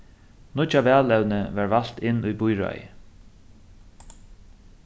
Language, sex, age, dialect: Faroese, male, 36-60, Suðurstreymoy